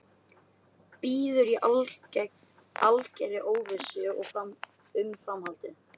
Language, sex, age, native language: Icelandic, male, 13, Icelandic